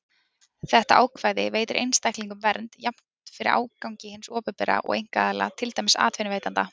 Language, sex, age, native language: Icelandic, female, 20-29, Icelandic